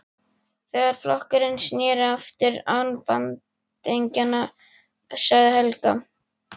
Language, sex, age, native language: Icelandic, female, 11, Icelandic